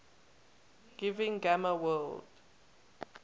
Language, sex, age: English, female, 18